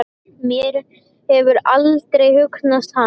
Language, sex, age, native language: Icelandic, male, 10, Icelandic